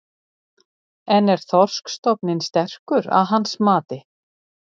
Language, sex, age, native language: Icelandic, female, 60-69, Icelandic